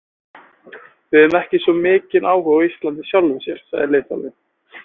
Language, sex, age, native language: Icelandic, male, 20-29, Icelandic